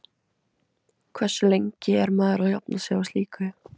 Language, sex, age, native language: Icelandic, female, 17, Icelandic